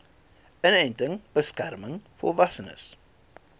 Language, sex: Afrikaans, male